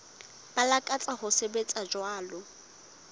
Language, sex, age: Southern Sotho, female, 19